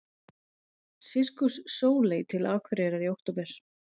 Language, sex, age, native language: Icelandic, female, 40-49, Icelandic